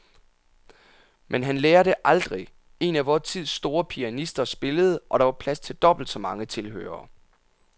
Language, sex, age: Danish, male, 27